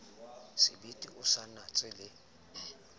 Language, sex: Southern Sotho, male